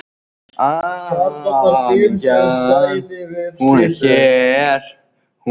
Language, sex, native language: Icelandic, other, Icelandic